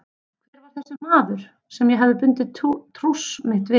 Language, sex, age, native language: Icelandic, female, 30-39, Icelandic